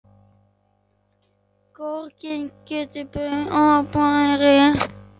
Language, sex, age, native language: Icelandic, male, 8, Icelandic